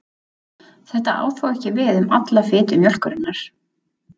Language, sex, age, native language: Icelandic, female, 20-29, Icelandic